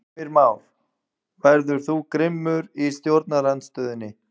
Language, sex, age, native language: Icelandic, male, 20-29, Icelandic